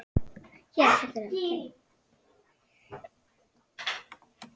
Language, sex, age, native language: Icelandic, female, 6, Icelandic